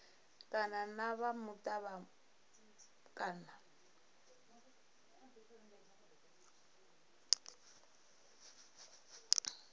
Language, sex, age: Venda, female, 34